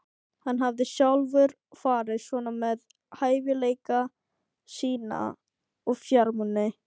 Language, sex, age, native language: Icelandic, female, 15, Filipino